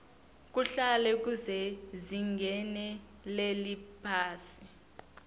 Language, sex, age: Swati, female, 19